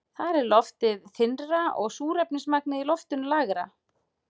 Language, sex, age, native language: Icelandic, female, 40-49, Icelandic